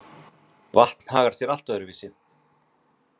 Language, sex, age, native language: Icelandic, male, 40-49, Icelandic